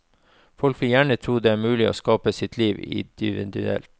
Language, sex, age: Norwegian, male, 36